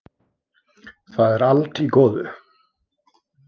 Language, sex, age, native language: Icelandic, male, 20-29, Icelandic